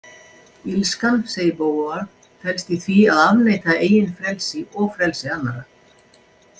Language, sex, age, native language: Icelandic, female, 60-69, Icelandic